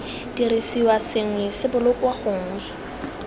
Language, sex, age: Tswana, female, 18